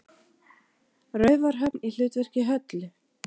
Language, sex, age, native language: Icelandic, female, 40-49, Icelandic